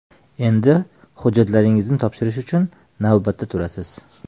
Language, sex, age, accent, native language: Uzbek, male, 35+, Toshkent shahri, Uzbek